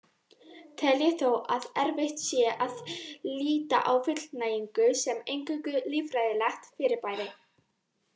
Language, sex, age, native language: Icelandic, female, 18-19, Icelandic